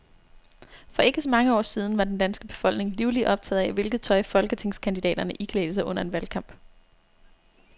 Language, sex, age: Danish, female, 26